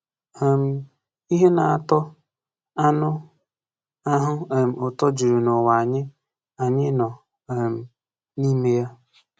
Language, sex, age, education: Igbo, male, 15-29, tertiary